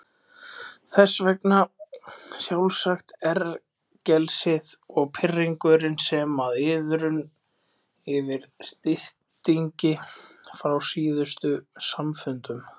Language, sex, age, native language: Icelandic, male, 20-29, Icelandic